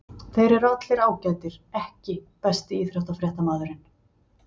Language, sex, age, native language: Icelandic, female, 50-59, Icelandic